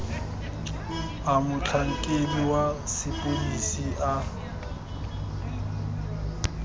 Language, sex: Tswana, male